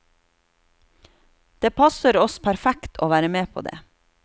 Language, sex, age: Norwegian, female, 36